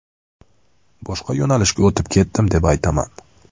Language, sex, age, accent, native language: Uzbek, male, 18-24, Andijon, Uzbek